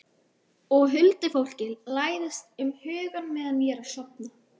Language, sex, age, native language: Icelandic, female, 12, Icelandic